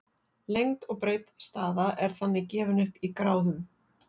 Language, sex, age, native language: Icelandic, female, 40-49, Icelandic